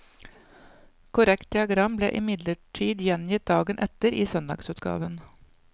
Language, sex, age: Norwegian, female, 55